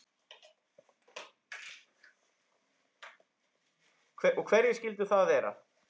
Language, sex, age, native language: Icelandic, male, 10, Icelandic